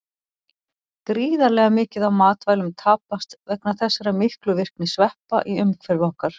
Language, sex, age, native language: Icelandic, female, 40-49, Icelandic